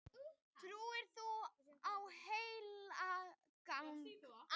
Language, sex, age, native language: Icelandic, female, 18-19, Icelandic